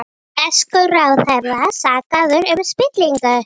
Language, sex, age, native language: Icelandic, female, 18-19, Icelandic